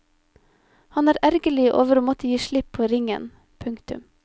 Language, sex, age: Norwegian, female, 25